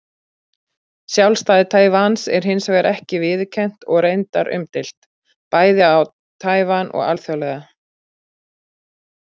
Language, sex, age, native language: Icelandic, female, 40-49, Icelandic